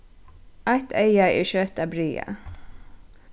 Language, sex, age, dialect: Faroese, female, 36-60, Suðurstreymoy